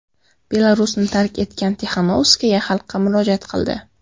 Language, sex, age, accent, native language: Uzbek, female, 18-24, Qashqadaryo, Uzbek